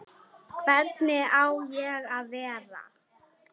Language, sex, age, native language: Icelandic, male, 9, Icelandic